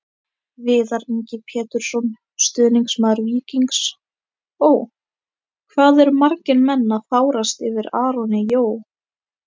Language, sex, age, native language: Icelandic, female, 18-19, Icelandic